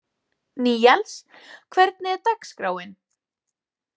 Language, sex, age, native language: Icelandic, female, 18-19, Icelandic